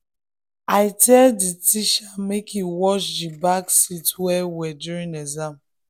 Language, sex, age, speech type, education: Nigerian Pidgin, female, 15-29, spontaneous, tertiary